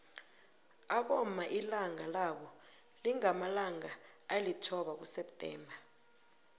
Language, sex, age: South Ndebele, female, 22